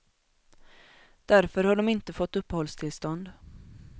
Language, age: Swedish, 21